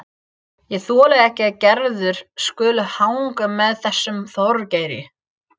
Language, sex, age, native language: Icelandic, female, 30-39, English